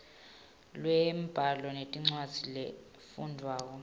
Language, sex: Swati, female